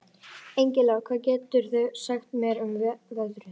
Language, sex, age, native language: Icelandic, female, 18-19, Icelandic